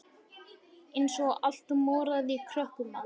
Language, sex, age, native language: Icelandic, male, 11, Icelandic